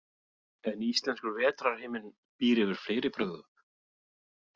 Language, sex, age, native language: Icelandic, male, 40-49, Icelandic